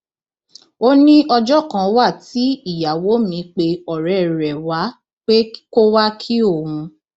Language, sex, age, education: Yoruba, female, 15-29, tertiary